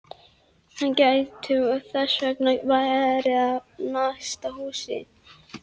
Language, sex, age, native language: Icelandic, female, 11, Icelandic